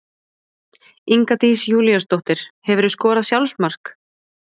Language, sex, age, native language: Icelandic, female, 20-29, Icelandic